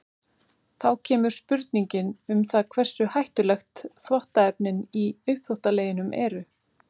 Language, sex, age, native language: Icelandic, female, 30-39, Icelandic